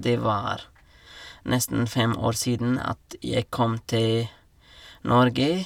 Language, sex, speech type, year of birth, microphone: Norwegian, male, spontaneous, 1989, Shure